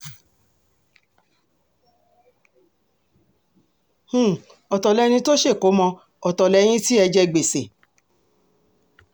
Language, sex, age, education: Yoruba, female, 60+, tertiary